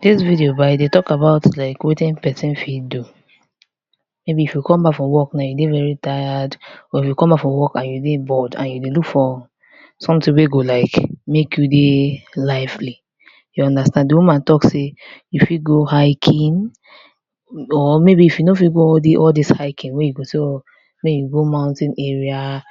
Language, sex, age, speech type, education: Nigerian Pidgin, female, 15-29, spontaneous, tertiary